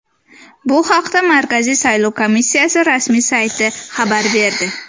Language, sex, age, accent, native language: Uzbek, female, under 19, Sirdaryo, Uzbek